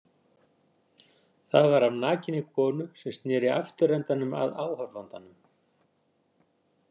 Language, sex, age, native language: Icelandic, male, 60-69, Icelandic